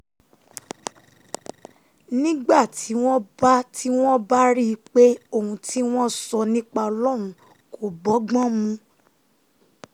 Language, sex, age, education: Yoruba, female, 15-29, tertiary